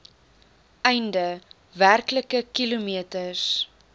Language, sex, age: Afrikaans, female, 19